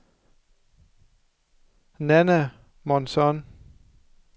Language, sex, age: Danish, male, 24